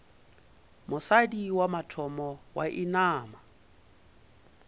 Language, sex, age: Northern Sotho, male, 22